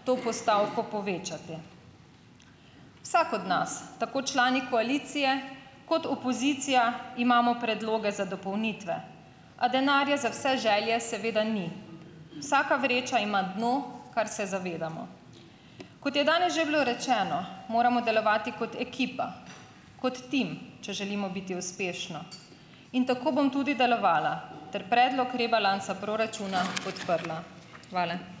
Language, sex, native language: Slovenian, female, Slovenian